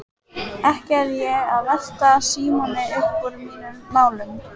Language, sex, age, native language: Icelandic, female, 15, Icelandic